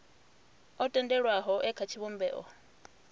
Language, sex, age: Venda, female, 26